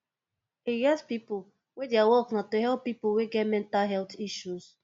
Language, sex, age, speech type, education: Nigerian Pidgin, female, 15-29, spontaneous, tertiary